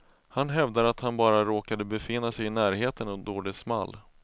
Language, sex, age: Swedish, male, 31